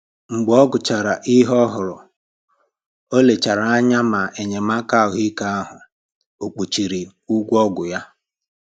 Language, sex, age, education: Igbo, male, 15-29, tertiary